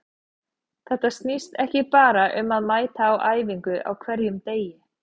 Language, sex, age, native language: Icelandic, female, 40-49, Icelandic